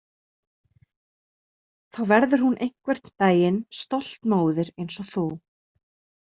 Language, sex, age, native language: Icelandic, female, 30-39, Icelandic